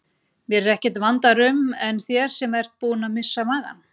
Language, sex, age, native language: Icelandic, female, 40-49, Icelandic